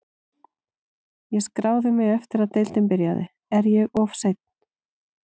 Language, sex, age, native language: Icelandic, female, 40-49, Icelandic